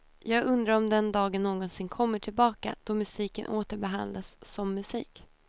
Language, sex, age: Swedish, female, 28